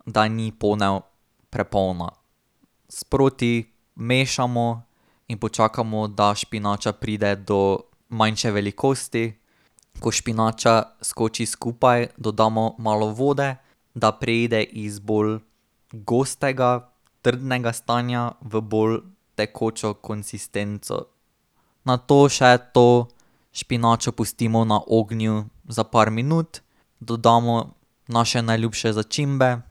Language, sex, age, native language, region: Slovenian, male, 18-29, Slovenian, Drava region